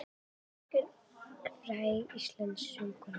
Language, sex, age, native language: Icelandic, female, 11, Icelandic